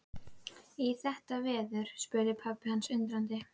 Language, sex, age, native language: Icelandic, female, 12, Icelandic